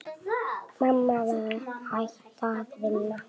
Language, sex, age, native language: Icelandic, female, 7, Icelandic